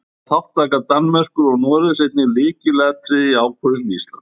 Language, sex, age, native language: Icelandic, male, 50-59, Icelandic